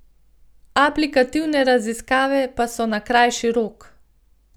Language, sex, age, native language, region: Slovenian, female, 30-49, Slovenian, Gorenjska region